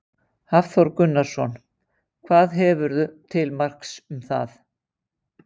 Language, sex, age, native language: Icelandic, female, 50-59, Icelandic